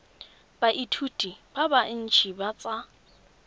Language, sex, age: Tswana, female, 21